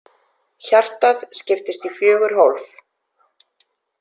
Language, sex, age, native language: Icelandic, female, 40-49, Icelandic